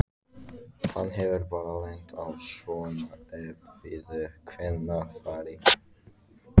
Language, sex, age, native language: Icelandic, female, 14, Icelandic